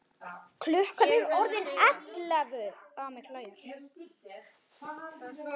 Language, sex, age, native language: Icelandic, male, 9, Icelandic